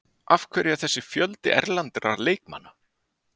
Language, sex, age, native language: Icelandic, male, 30-39, Icelandic